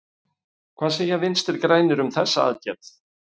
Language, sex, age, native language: Icelandic, male, 50-59, Icelandic